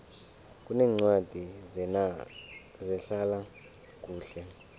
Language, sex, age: South Ndebele, male, 24